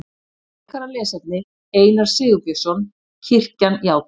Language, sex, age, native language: Icelandic, female, 50-59, Icelandic